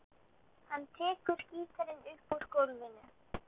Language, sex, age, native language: Icelandic, female, 12, Icelandic